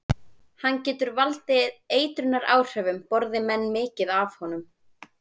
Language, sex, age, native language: Icelandic, female, 20-29, Icelandic